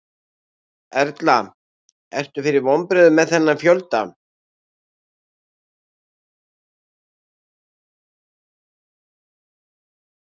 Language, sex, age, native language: Icelandic, male, 60-69, Icelandic